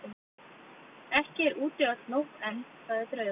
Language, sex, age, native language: Icelandic, female, 30-39, Icelandic